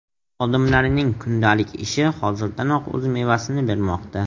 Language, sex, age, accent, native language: Uzbek, male, 18-24, Farg'ona, Uzbek